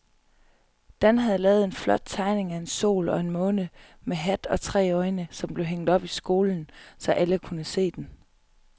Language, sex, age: Danish, female, 25